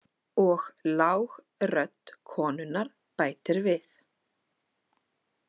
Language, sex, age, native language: Icelandic, female, 30-39, Icelandic